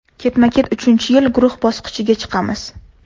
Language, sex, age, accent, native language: Uzbek, female, 18-24, Toshkent shahri, Uzbek